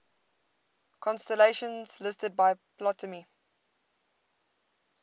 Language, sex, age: English, female, 22